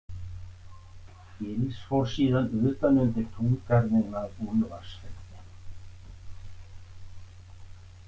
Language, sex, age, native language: Icelandic, male, 60-69, Icelandic